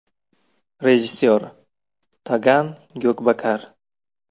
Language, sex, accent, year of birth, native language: Uzbek, male, Farg'ona, 1999, Uzbek